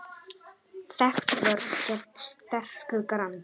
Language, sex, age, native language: Icelandic, male, 9, Icelandic